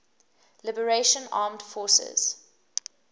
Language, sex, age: English, female, 19